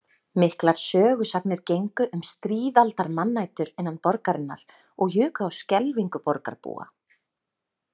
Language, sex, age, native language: Icelandic, female, 30-39, Icelandic